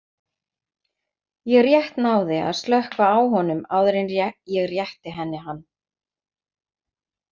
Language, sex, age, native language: Icelandic, female, 50-59, Icelandic